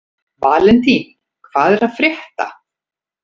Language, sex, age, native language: Icelandic, female, 50-59, Icelandic